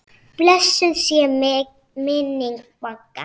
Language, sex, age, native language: Icelandic, female, 6, Icelandic